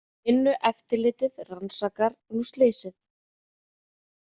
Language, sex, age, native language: Icelandic, female, 30-39, Icelandic